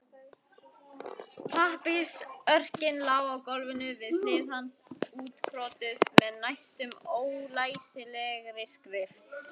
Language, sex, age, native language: Icelandic, female, 18-19, Icelandic